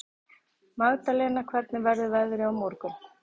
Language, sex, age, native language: Icelandic, female, 30-39, Icelandic